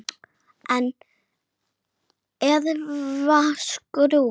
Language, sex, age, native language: Icelandic, male, 8, Icelandic